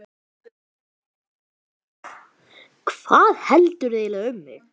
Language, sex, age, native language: Icelandic, male, 18-19, Icelandic